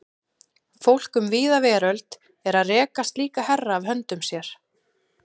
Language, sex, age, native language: Icelandic, female, 30-39, Icelandic